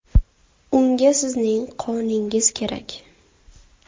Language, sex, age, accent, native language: Uzbek, female, 19-29, Farg'ona, Uzbek